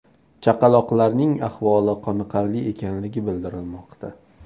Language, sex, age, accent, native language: Uzbek, male, 18-24, Toshkent viloyati, Uzbek